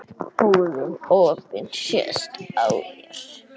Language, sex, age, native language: Icelandic, male, 10, Icelandic